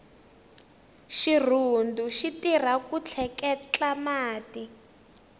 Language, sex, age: Tsonga, female, 19